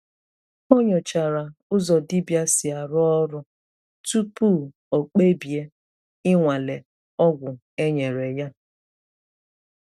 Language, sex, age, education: Igbo, female, 30-45, tertiary